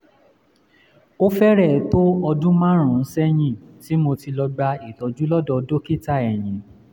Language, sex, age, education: Yoruba, male, 15-29, tertiary